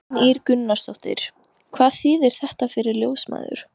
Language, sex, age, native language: Icelandic, female, 14, Icelandic